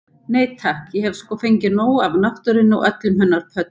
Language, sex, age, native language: Icelandic, female, 70-79, Icelandic